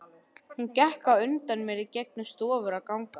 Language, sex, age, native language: Icelandic, male, 11, Icelandic